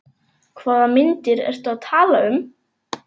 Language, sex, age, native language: Icelandic, male, 11, Icelandic